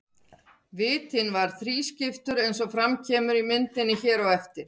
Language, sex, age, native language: Icelandic, female, 50-59, Icelandic